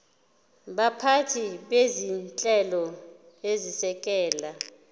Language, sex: Zulu, female